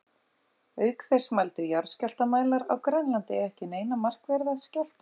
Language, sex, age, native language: Icelandic, female, 30-39, Icelandic